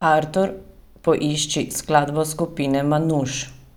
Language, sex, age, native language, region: Slovenian, female, 30-49, Slovenian, Savinja region